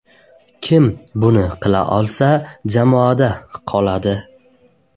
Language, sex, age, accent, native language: Uzbek, male, 18-24, Buxoro, Uzbek